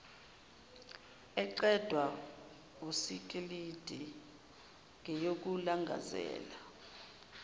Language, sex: Zulu, female